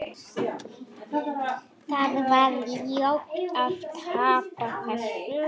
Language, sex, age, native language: Icelandic, female, 40-49, Icelandic